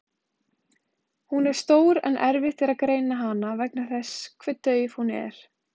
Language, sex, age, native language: Icelandic, female, 20-29, Icelandic